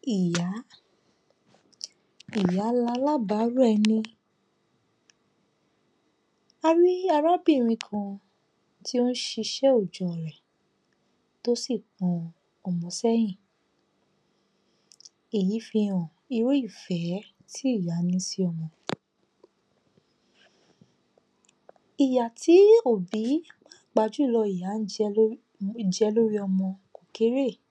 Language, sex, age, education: Yoruba, female, 30-45, tertiary